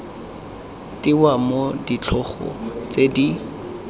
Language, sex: Tswana, male